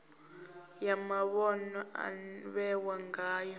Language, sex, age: Venda, female, 19